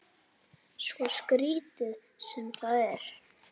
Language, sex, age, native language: Icelandic, male, 9, Icelandic